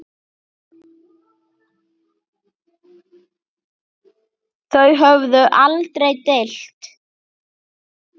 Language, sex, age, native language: Icelandic, male, 8, Icelandic